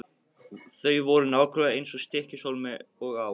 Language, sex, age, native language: Icelandic, male, 15, Icelandic